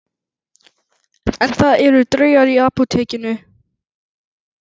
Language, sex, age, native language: Icelandic, female, 11, Icelandic